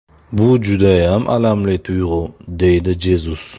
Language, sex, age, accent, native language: Uzbek, male, 25-34, Farg'ona, Uzbek